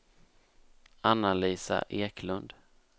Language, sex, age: Swedish, male, 19